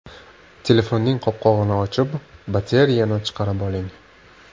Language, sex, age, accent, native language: Uzbek, male, 25-34, Namangan, Uzbek